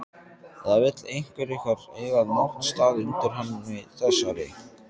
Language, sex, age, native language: Icelandic, male, 14, Icelandic